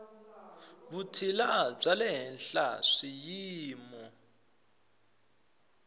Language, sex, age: Tsonga, male, 20